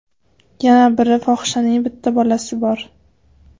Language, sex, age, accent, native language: Uzbek, female, 25-34, Qashqadaryo, Uzbek